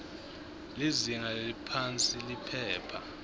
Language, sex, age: Swati, male, 22